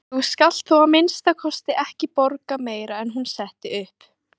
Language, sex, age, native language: Icelandic, female, 18-19, Icelandic